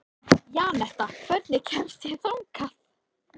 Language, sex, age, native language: Icelandic, female, 13, Icelandic